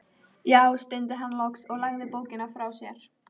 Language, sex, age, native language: Icelandic, female, 13, Icelandic